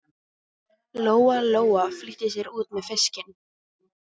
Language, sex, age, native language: Icelandic, female, 15, Icelandic